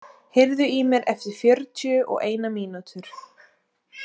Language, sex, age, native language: Icelandic, female, 20-29, Icelandic